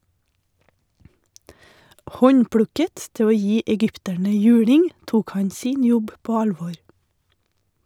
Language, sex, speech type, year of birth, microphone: Norwegian, female, read, 1981, Shure